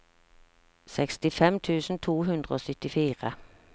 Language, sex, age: Norwegian, female, 46